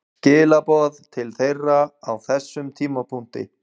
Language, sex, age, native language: Icelandic, male, 20-29, Icelandic